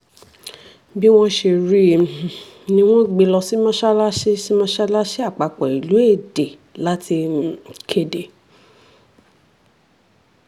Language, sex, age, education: Yoruba, female, 15-29, tertiary